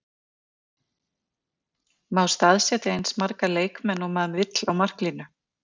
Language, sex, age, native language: Icelandic, female, 50-59, Icelandic